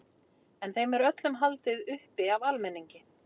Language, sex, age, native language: Icelandic, female, 40-49, Icelandic